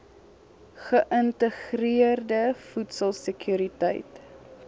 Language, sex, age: Afrikaans, female, 21